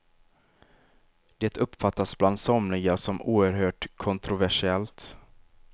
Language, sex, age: Swedish, male, 23